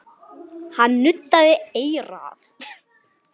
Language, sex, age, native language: Icelandic, female, 9, Icelandic